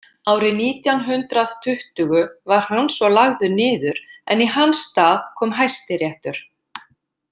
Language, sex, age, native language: Icelandic, female, 50-59, Icelandic